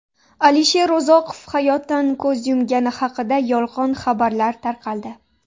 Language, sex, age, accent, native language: Uzbek, female, 19-29, Namangan, Uzbek